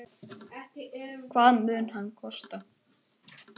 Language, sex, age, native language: Icelandic, male, 10, Icelandic